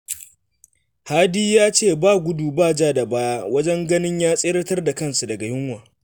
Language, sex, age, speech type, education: Hausa, male, 15-29, read, secondary